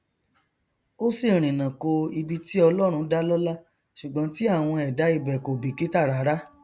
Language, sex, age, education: Yoruba, male, 30-45, tertiary